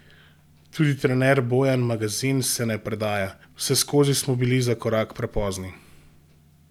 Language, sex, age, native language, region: Slovenian, male, 18-29, Slovenian, Gorenjska region